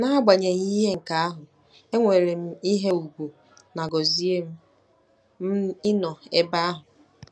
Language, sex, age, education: Igbo, female, 15-29, tertiary